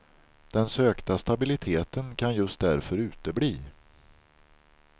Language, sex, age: Swedish, male, 43